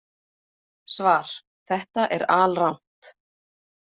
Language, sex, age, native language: Icelandic, female, 20-29, Icelandic